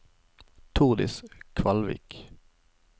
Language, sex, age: Norwegian, male, 25